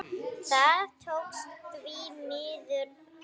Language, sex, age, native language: Icelandic, female, 9, Icelandic